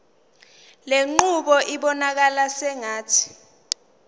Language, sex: Zulu, female